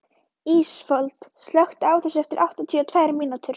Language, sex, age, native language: Icelandic, female, 11, Icelandic